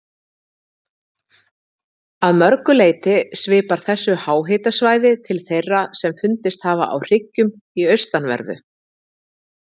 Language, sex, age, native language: Icelandic, female, 50-59, Icelandic